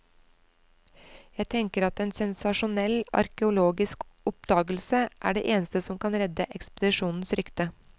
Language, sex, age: Norwegian, female, 29